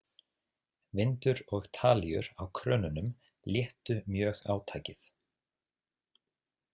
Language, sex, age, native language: Icelandic, male, 30-39, Icelandic